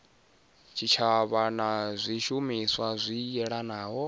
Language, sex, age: Venda, male, 19